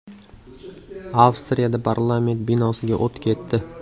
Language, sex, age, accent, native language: Uzbek, male, 18-24, Andijon, Uzbek